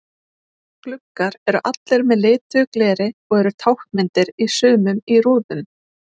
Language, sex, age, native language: Icelandic, female, 20-29, Icelandic